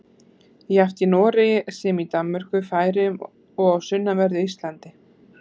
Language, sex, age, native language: Icelandic, female, 30-39, Icelandic